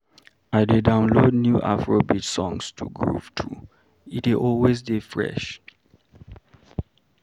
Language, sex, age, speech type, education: Nigerian Pidgin, male, 30-45, read, primary